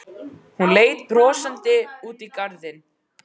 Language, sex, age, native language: Icelandic, male, 12, Icelandic